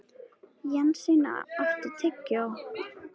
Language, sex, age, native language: Icelandic, female, 13, Icelandic